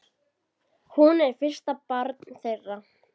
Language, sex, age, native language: Icelandic, female, 10, Icelandic